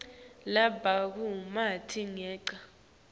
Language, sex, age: Swati, female, 19